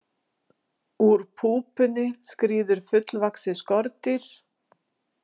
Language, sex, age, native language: Icelandic, female, 60-69, Icelandic